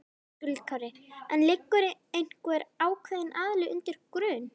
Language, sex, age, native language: Icelandic, male, 11, Icelandic